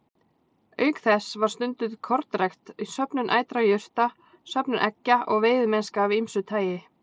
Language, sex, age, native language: Icelandic, female, 40-49, Icelandic